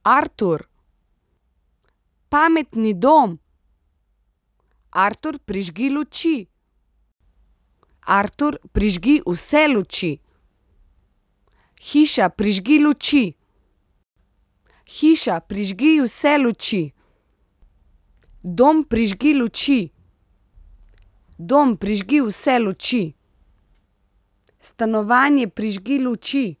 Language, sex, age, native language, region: Slovenian, female, 30-49, Slovenian, Central Slovenia